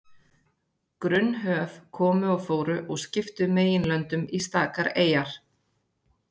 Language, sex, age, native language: Icelandic, female, 30-39, Icelandic